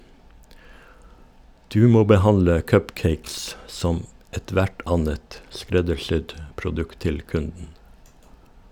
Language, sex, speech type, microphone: Norwegian, male, read, Shure